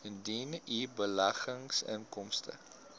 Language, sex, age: Afrikaans, male, 22